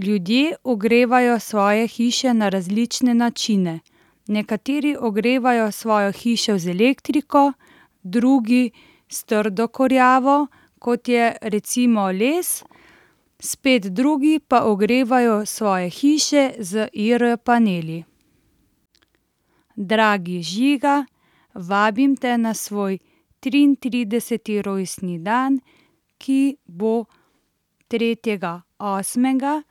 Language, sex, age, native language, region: Slovenian, female, 30-49, Slovenian, Central Slovenia